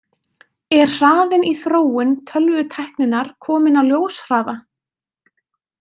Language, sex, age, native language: Icelandic, female, 20-29, Icelandic